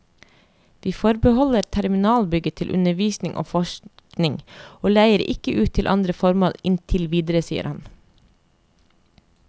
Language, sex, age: Norwegian, female, 30